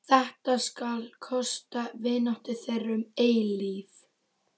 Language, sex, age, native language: Icelandic, female, 12, Icelandic